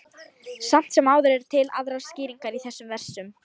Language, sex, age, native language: Icelandic, female, 18-19, Icelandic